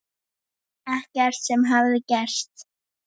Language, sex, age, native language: Icelandic, female, 9, Icelandic